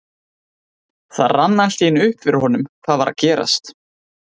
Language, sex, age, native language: Icelandic, male, 20-29, Icelandic